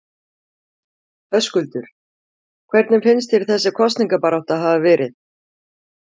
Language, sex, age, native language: Icelandic, female, 40-49, Icelandic